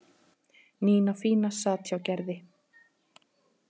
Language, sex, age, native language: Icelandic, female, 30-39, Icelandic